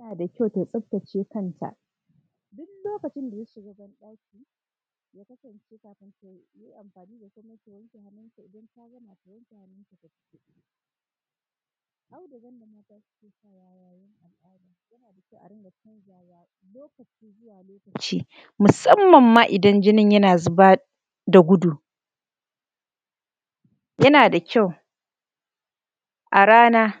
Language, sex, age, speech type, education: Hausa, female, 30-45, spontaneous, tertiary